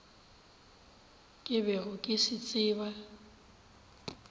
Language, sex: Northern Sotho, female